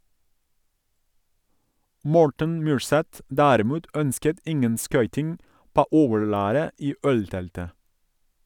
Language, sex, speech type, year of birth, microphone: Norwegian, male, read, 1982, Sennheiser